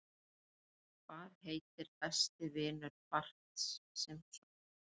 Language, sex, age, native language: Icelandic, female, 30-39, Icelandic